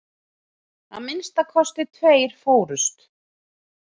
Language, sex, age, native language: Icelandic, female, 30-39, Icelandic